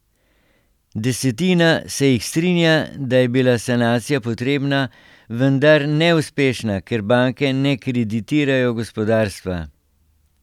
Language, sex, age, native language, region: Slovenian, male, 60+, Slovenian, Central Slovenia